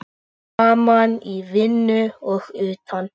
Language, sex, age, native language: Icelandic, male, 8, Icelandic